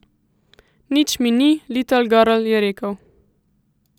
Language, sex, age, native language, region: Slovenian, female, 18-29, Slovenian, Central Slovenia